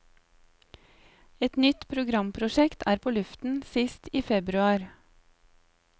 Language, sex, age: Norwegian, female, 35